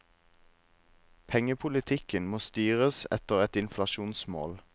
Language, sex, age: Norwegian, male, 26